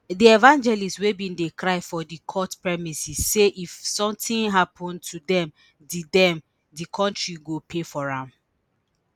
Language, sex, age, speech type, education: Nigerian Pidgin, female, 30-45, spontaneous, tertiary